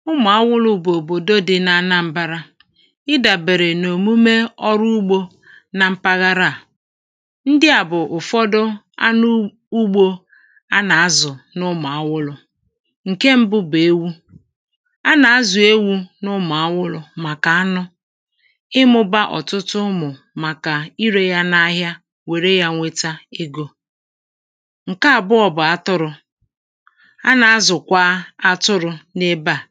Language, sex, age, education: Igbo, female, 30-45, primary